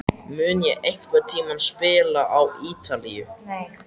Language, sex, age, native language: Icelandic, male, 14, Icelandic